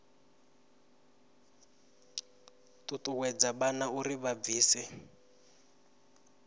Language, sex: Venda, male